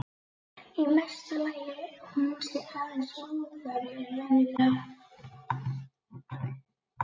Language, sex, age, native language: Icelandic, female, 11, Icelandic